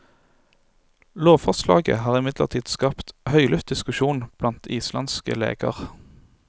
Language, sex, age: Norwegian, male, 23